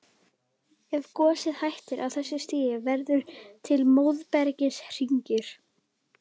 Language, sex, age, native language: Icelandic, female, 12, Icelandic